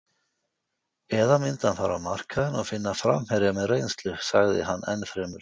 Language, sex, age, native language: Icelandic, male, 50-59, Icelandic